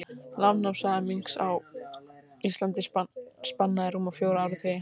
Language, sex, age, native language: Icelandic, female, 18-19, Icelandic